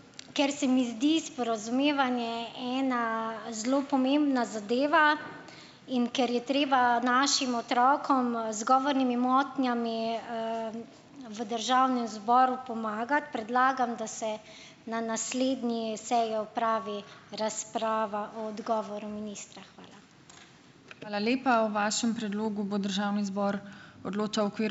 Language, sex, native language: Slovenian, female, Slovenian